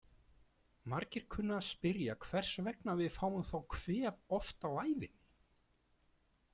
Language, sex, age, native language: Icelandic, male, 40-49, Icelandic